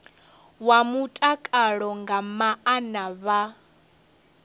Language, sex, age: Venda, female, 30